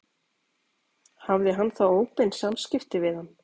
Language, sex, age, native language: Icelandic, female, 40-49, Icelandic